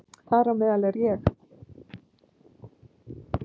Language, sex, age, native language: Icelandic, female, 50-59, Icelandic